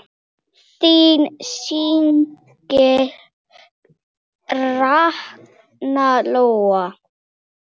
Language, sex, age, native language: Icelandic, female, 7, Icelandic